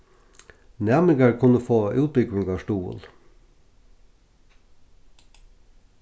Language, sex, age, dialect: Faroese, male, 61+, Norðurstreymoy/Eysturoy